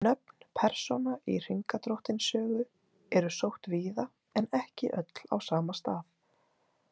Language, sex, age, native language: Icelandic, female, 20-29, Icelandic